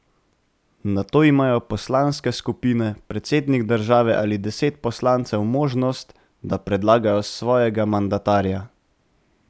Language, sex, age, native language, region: Slovenian, male, 18-29, Slovenian, Central Slovenia